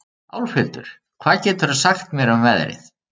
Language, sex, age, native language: Icelandic, male, 30-39, Icelandic